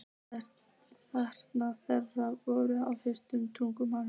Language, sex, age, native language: Icelandic, female, 15, Icelandic